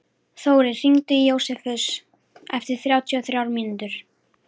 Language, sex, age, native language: Icelandic, female, 13, Icelandic